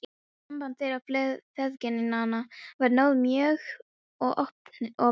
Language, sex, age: Icelandic, female, 13